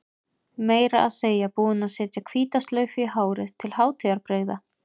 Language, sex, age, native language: Icelandic, female, 30-39, Icelandic